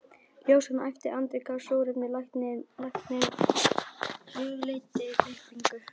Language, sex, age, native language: Icelandic, female, 12, Icelandic